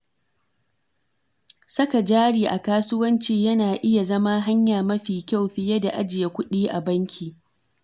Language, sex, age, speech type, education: Hausa, female, 30-45, read, tertiary